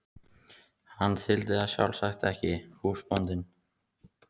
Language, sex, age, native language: Icelandic, male, 15, Icelandic